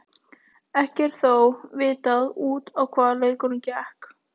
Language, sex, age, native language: Icelandic, female, 18-19, Icelandic